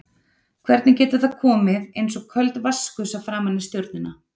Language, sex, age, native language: Icelandic, female, 30-39, Icelandic